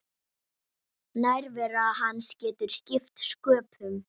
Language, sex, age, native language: Icelandic, female, 8, Icelandic